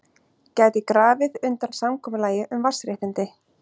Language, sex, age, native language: Icelandic, female, 30-39, Icelandic